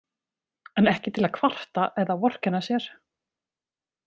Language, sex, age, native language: Icelandic, female, 30-39, Icelandic